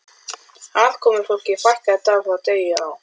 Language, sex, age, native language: Icelandic, male, 12, Icelandic